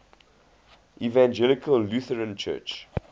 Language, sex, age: English, male, 20